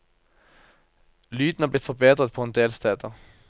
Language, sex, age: Norwegian, male, 24